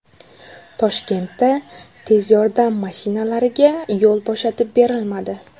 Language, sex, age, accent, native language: Uzbek, female, 18-24, Jizzax, Uzbek